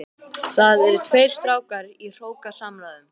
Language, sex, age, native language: Icelandic, male, 12, Icelandic